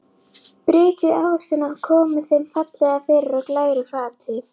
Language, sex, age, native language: Icelandic, female, 11, Icelandic